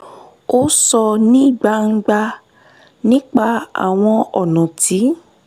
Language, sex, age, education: Yoruba, female, 15-29, tertiary